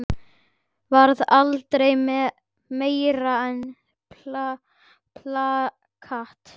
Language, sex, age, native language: Icelandic, male, 10, Icelandic